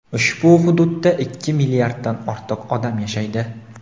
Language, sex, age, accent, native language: Uzbek, male, 18-24, Farg'ona, Uzbek